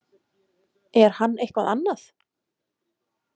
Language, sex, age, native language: Icelandic, female, 30-39, Icelandic